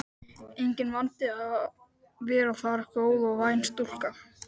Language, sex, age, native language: Icelandic, male, 12, Icelandic